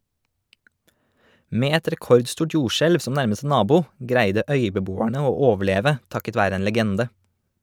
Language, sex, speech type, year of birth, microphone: Norwegian, male, read, 1988, Shure